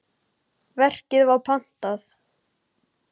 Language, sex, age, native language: Icelandic, male, 10, Icelandic